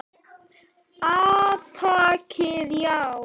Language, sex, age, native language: Icelandic, male, 8, Icelandic